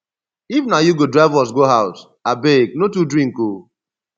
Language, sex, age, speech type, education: Nigerian Pidgin, male, 30-45, spontaneous, secondary